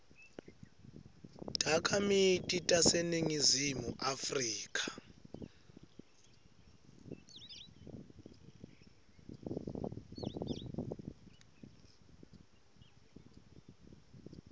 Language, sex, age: Swati, male, 21